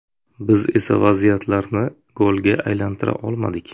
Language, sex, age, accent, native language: Uzbek, male, 25-34, Buxoro, Uzbek